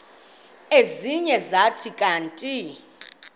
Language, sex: Xhosa, female